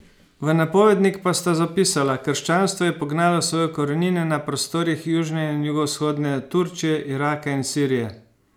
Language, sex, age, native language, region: Slovenian, male, 50-59, Slovenian, Savinja region